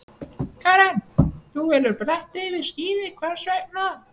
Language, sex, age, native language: Icelandic, male, 18-19, Icelandic